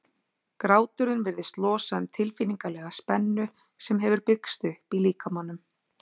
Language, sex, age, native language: Icelandic, female, 40-49, Icelandic